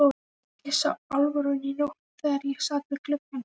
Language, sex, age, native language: Icelandic, female, 12, Icelandic